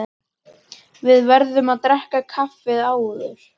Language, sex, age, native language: Icelandic, female, 12, Icelandic